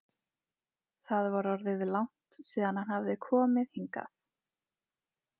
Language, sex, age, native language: Icelandic, female, 20-29, Icelandic